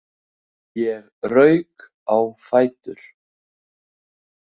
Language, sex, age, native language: Icelandic, male, 18-19, Icelandic